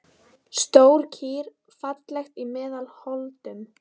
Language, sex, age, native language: Icelandic, female, 11, Icelandic